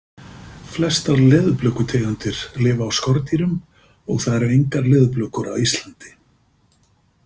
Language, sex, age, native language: Icelandic, male, 50-59, Icelandic